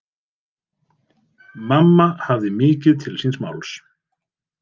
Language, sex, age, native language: Icelandic, male, 40-49, Icelandic